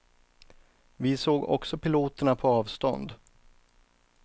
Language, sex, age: Swedish, male, 39